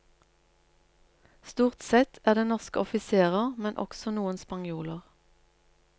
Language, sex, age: Norwegian, female, 47